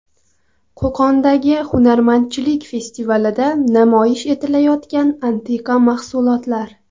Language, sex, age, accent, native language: Uzbek, female, 18-24, Qoraqalpog'iston, Karakalpak